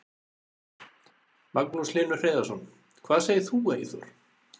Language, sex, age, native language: Icelandic, male, 40-49, Icelandic